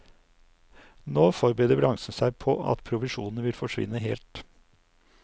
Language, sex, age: Norwegian, male, 59